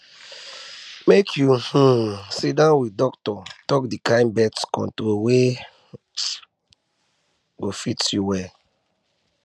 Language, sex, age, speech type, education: Nigerian Pidgin, male, 15-29, spontaneous, tertiary